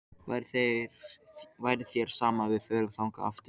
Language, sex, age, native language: Icelandic, male, 13, Icelandic